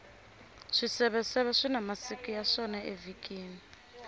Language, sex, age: Tsonga, female, 25